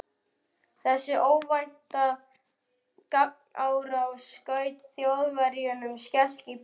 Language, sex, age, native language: Icelandic, male, 11, Icelandic